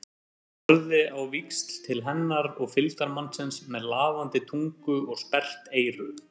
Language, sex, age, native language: Icelandic, male, 30-39, Icelandic